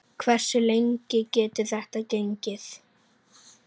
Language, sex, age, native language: Icelandic, male, 9, Icelandic